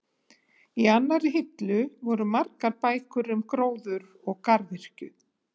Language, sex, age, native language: Icelandic, female, 70-79, Icelandic